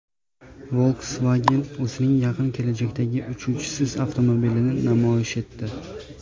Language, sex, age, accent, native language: Uzbek, male, 18-24, Jizzax, Uzbek